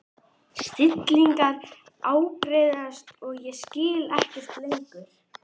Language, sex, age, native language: Icelandic, male, 11, Icelandic